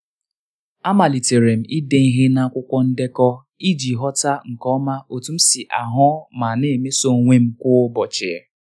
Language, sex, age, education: Igbo, male, 15-29, tertiary